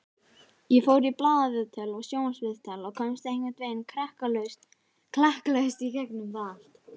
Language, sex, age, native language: Icelandic, female, 18-19, Icelandic